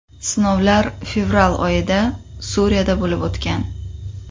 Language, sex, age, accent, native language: Uzbek, female, 25-34, Qoraqalpog'iston, Uzbek